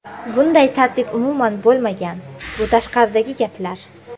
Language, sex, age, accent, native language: Uzbek, female, 25-34, Toshkent shahri, Uzbek